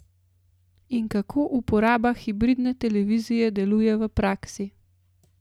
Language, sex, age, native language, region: Slovenian, female, 30-49, Slovenian, Gorenjska region